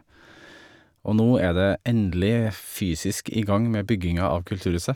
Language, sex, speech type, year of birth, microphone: Norwegian, male, spontaneous, 1979, Shure